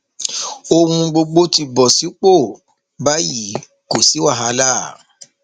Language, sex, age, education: Yoruba, male, 30-45, tertiary